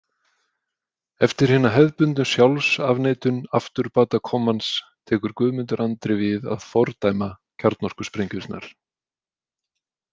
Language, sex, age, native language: Icelandic, male, 20-29, Icelandic